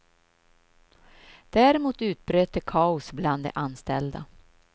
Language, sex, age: Swedish, female, 53